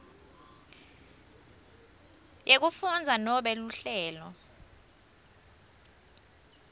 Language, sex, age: Swati, female, 24